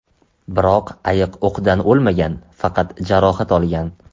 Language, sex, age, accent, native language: Uzbek, male, 18-24, Toshkent shahri, Uzbek